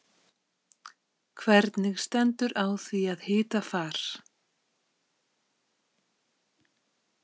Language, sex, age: Icelandic, female, 50-59